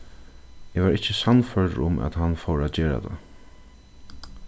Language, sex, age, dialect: Faroese, male, 36-60, Suðurstreymoy